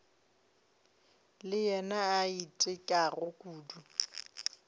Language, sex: Northern Sotho, female